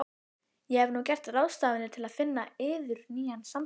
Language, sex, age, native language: Icelandic, female, 11, Icelandic